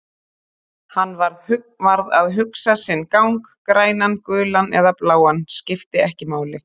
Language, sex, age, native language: Icelandic, female, 30-39, Icelandic